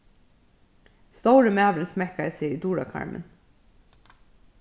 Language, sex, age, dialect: Faroese, female, 36-60, Suðurstreymoy